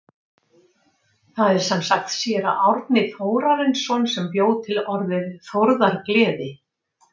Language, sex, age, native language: Icelandic, female, 60-69, Icelandic